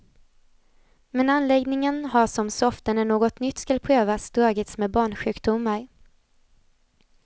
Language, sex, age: Swedish, female, 20